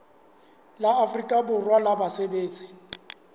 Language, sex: Southern Sotho, male